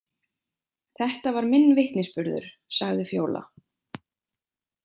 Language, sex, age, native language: Icelandic, female, 20-29, Icelandic